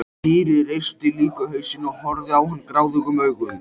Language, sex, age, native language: Icelandic, male, 13, Icelandic